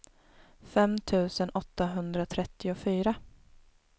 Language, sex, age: Swedish, female, 19